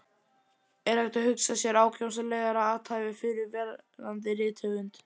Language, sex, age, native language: Icelandic, male, 11, Icelandic